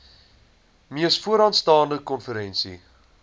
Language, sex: Afrikaans, male